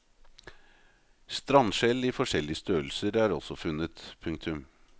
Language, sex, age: Norwegian, male, 38